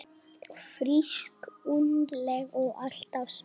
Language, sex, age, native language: Icelandic, male, 7, Icelandic